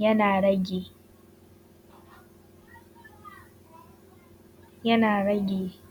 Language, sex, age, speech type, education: Hausa, female, 15-29, spontaneous, tertiary